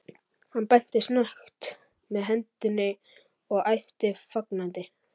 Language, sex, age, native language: Icelandic, male, 11, Icelandic